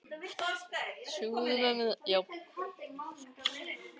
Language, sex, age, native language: Icelandic, male, 13, Icelandic